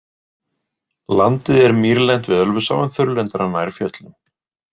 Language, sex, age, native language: Icelandic, male, 20-29, Icelandic